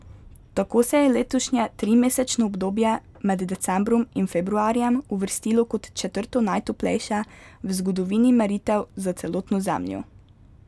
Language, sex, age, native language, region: Slovenian, female, 12-17, Slovenian, Pomurje region